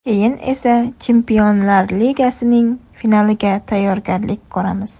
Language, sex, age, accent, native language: Uzbek, female, 18-24, Surxondaryo, Uzbek